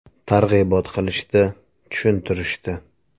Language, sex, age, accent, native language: Uzbek, male, 25-34, Namangan, Uzbek